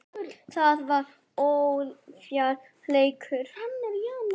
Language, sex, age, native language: Icelandic, female, 10, Icelandic